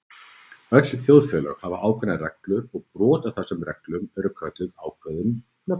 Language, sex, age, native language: Icelandic, male, 40-49, Icelandic